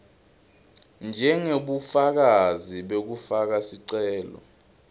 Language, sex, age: Swati, male, 20